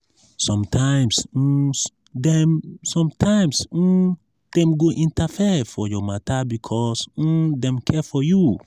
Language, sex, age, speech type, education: Nigerian Pidgin, male, 15-29, spontaneous, tertiary